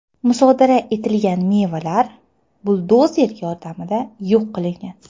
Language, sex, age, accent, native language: Uzbek, female, 25-34, Toshkent shahri, Uzbek